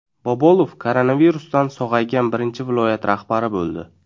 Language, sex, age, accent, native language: Uzbek, male, 18-24, Navoiy, Uzbek